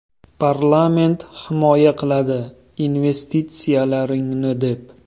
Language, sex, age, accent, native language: Uzbek, male, 25-34, Toshkent viloyati, Uzbek